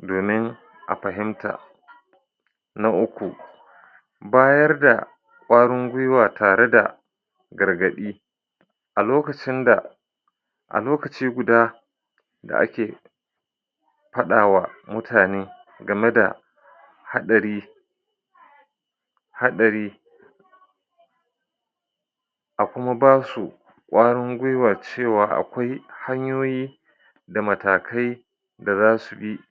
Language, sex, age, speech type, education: Hausa, male, 46-60, spontaneous, tertiary